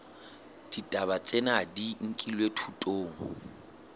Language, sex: Southern Sotho, male